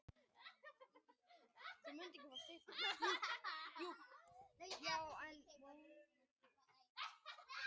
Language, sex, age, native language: Icelandic, male, 18-19, Icelandic